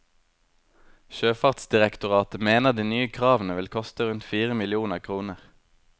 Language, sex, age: Norwegian, male, 23